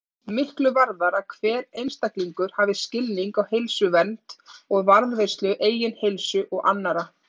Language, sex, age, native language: Icelandic, female, 30-39, Icelandic